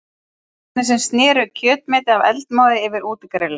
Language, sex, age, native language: Icelandic, male, 12, Icelandic